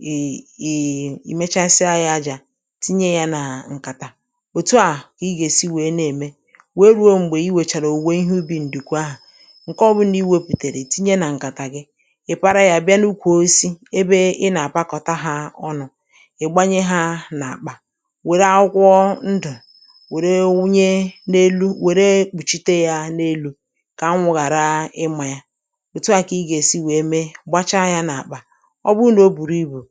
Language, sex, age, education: Igbo, male, 30-45, tertiary